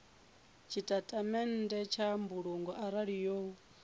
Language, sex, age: Venda, female, 24